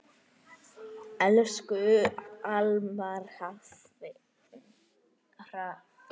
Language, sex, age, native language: Icelandic, female, 8, Icelandic